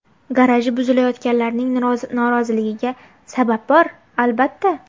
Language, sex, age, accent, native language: Uzbek, female, 18-24, Farg'ona, Uzbek